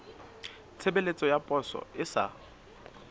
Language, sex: Southern Sotho, female